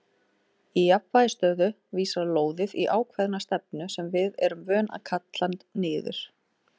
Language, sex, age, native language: Icelandic, female, 18-19, Icelandic